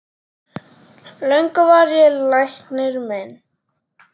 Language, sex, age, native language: Icelandic, male, 10, Icelandic